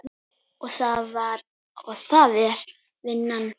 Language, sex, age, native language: Icelandic, female, 9, Icelandic